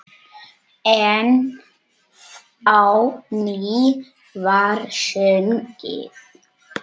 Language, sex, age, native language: Icelandic, male, 9, Icelandic